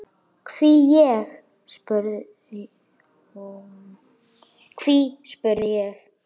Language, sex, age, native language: Icelandic, female, 10, Icelandic